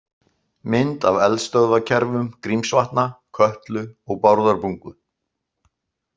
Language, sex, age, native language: Icelandic, male, 60-69, Icelandic